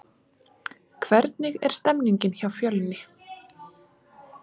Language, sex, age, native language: Icelandic, female, 20-29, Icelandic